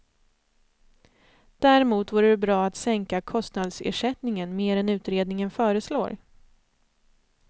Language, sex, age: Swedish, female, 29